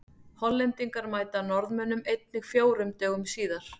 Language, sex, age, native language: Icelandic, female, 40-49, Icelandic